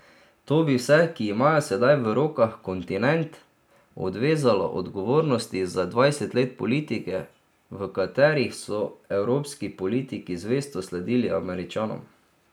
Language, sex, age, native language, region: Slovenian, male, 30-49, Slovenian, Drava region